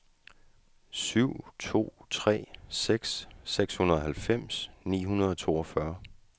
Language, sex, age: Danish, male, 35